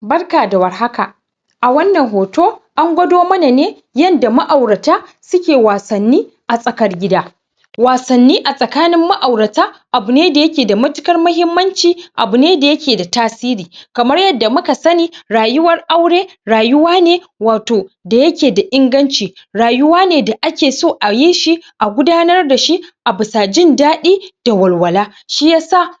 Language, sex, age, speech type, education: Hausa, male, 15-29, spontaneous, secondary